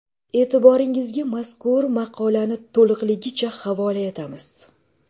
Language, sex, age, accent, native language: Uzbek, female, 18-24, Jizzax, Uzbek